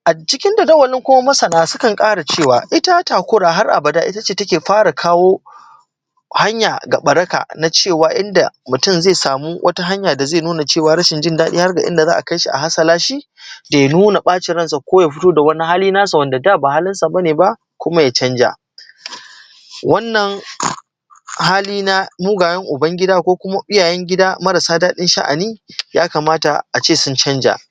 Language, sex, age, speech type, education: Hausa, male, 15-29, spontaneous, primary